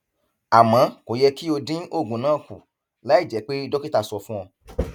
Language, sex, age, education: Yoruba, male, 15-29, tertiary